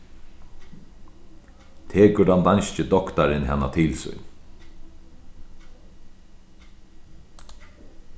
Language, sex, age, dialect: Faroese, male, 36-60, Sandoy